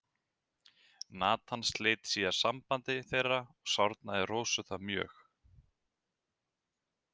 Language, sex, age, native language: Icelandic, male, 30-39, Icelandic